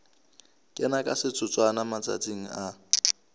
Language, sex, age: Southern Sotho, male, 26